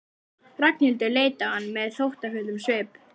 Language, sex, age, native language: Icelandic, female, 11, Icelandic